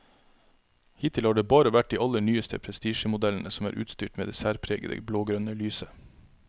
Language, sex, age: Norwegian, male, 33